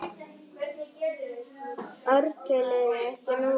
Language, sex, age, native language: Icelandic, male, 9, Icelandic